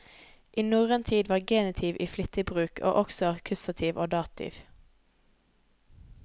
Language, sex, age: Norwegian, female, 18